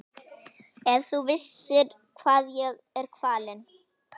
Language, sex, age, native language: Icelandic, female, 11, Icelandic